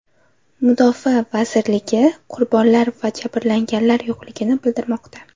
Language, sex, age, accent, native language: Uzbek, female, 18-24, Toshkent shahri, Uzbek